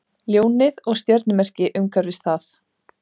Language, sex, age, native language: Icelandic, female, 30-39, Icelandic